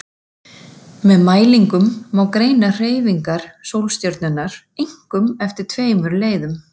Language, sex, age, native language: Icelandic, female, 40-49, Icelandic